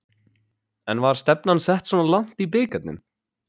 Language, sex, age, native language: Icelandic, male, 20-29, Icelandic